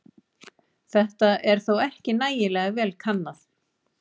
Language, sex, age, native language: Icelandic, female, 40-49, Icelandic